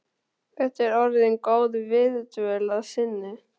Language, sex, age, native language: Icelandic, male, 12, Icelandic